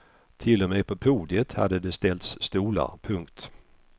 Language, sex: Swedish, male